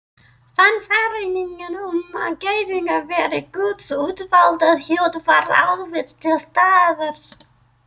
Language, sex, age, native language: Icelandic, female, 30-39, English